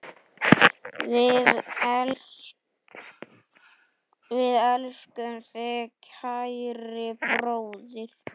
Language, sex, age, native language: Icelandic, male, 8, Icelandic